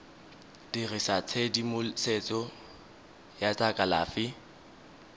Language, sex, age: Tswana, male, 19